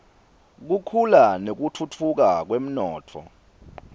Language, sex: Swati, male